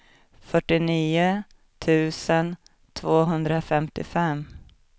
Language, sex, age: Swedish, female, 37